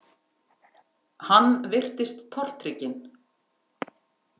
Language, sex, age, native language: Icelandic, female, 50-59, Icelandic